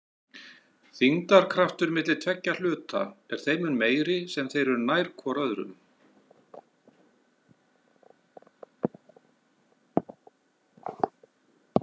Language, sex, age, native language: Icelandic, male, 60-69, Icelandic